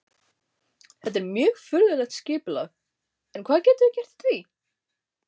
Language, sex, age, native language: Icelandic, female, 18-19, Icelandic